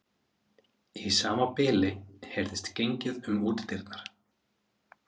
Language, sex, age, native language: Icelandic, male, 30-39, Icelandic